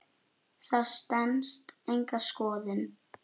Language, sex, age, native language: Icelandic, female, 8, Icelandic